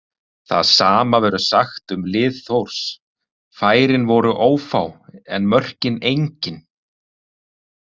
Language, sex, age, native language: Icelandic, male, 30-39, Icelandic